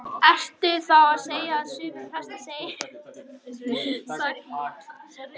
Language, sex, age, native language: Icelandic, female, 18-19, Icelandic